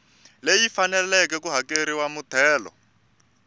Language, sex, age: Tsonga, male, 24